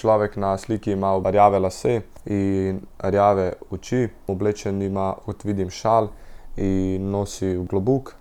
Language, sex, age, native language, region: Slovenian, male, 18-29, Slovenian, Central Slovenia